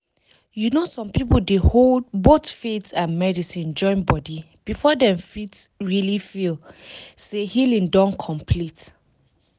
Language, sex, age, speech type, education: Nigerian Pidgin, female, 15-29, spontaneous, tertiary